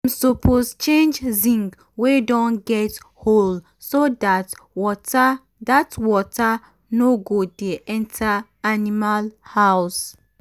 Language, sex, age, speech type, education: Nigerian Pidgin, female, 15-29, spontaneous, tertiary